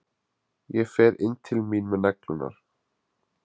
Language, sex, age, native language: Icelandic, male, 20-29, Icelandic